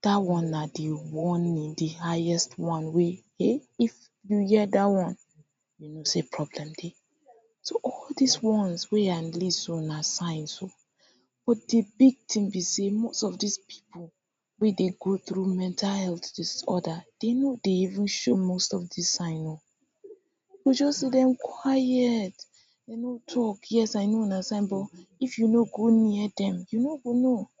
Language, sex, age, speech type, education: Nigerian Pidgin, female, 15-29, spontaneous, tertiary